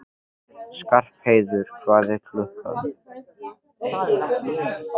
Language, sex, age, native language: Icelandic, male, 13, Icelandic